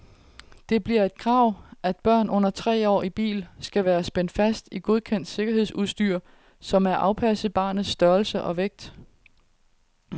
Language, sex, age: Danish, female, 30